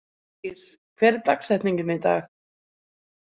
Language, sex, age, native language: Icelandic, female, 20-29, Icelandic